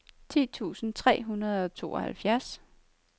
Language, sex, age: Danish, female, 23